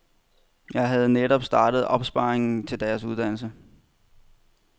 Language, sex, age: Danish, male, 31